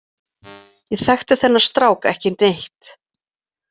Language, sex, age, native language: Icelandic, female, 40-49, Icelandic